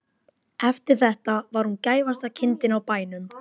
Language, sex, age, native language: Icelandic, female, 12, Icelandic